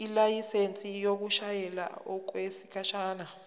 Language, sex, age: Zulu, male, 23